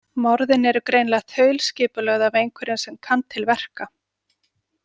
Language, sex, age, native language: Icelandic, female, 40-49, Icelandic